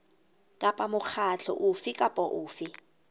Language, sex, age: Southern Sotho, female, 20